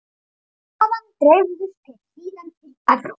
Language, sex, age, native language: Icelandic, female, 30-39, Icelandic